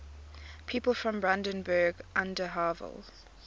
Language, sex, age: English, female, 24